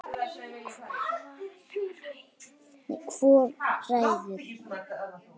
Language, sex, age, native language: Icelandic, female, 9, Icelandic